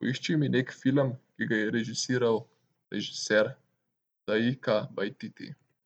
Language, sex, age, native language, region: Slovenian, male, 18-29, Slovenian, Central Slovenia